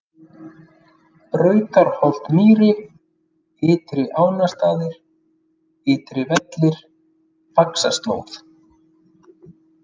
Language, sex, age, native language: Icelandic, male, 30-39, Icelandic